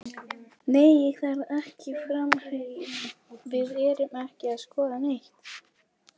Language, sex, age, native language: Icelandic, female, 20-29, Polish